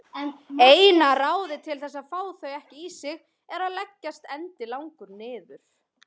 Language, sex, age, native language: Icelandic, female, 20-29, Icelandic